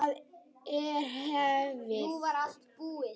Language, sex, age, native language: Icelandic, male, 8, Icelandic